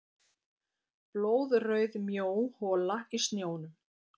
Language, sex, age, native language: Icelandic, female, 50-59, Icelandic